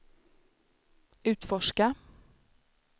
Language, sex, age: Swedish, female, 29